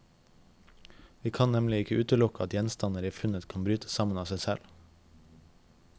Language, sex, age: Norwegian, male, 21